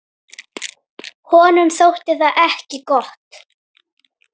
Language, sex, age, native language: Icelandic, female, 9, Icelandic